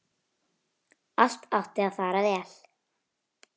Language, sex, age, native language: Icelandic, female, 9, Icelandic